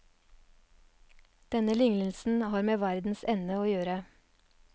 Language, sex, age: Norwegian, female, 39